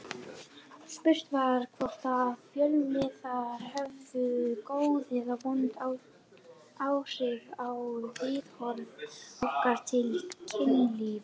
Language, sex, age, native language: Icelandic, female, 18-19, Icelandic